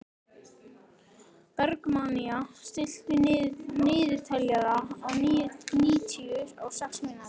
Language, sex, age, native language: Icelandic, male, 12, Icelandic